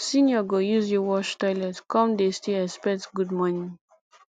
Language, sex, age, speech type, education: Nigerian Pidgin, female, 15-29, spontaneous, tertiary